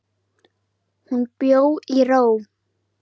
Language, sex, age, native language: Icelandic, female, 9, Icelandic